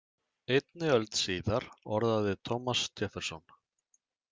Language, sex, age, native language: Icelandic, male, 30-39, Icelandic